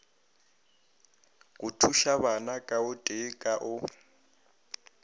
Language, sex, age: Northern Sotho, male, 20